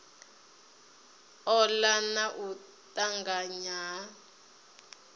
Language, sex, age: Venda, female, 20